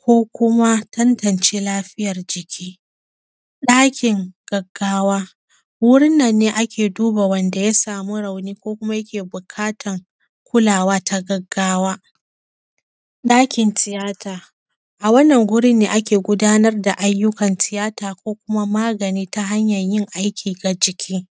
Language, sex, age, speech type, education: Hausa, female, 15-29, spontaneous, secondary